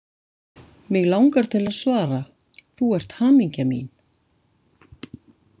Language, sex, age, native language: Icelandic, female, 50-59, Icelandic